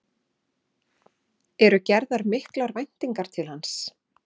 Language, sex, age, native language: Icelandic, female, 40-49, Icelandic